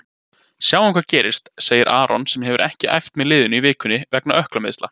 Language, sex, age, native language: Icelandic, male, 20-29, Icelandic